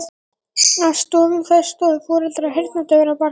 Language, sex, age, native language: Icelandic, male, 11, Icelandic